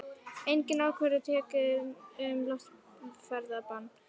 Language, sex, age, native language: Icelandic, female, 40-49, Icelandic